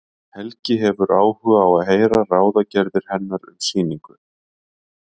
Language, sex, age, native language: Icelandic, male, 50-59, Icelandic